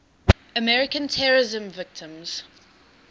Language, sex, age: English, female, 20